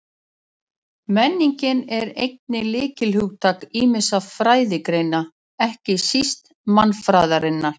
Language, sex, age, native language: Icelandic, female, 40-49, Icelandic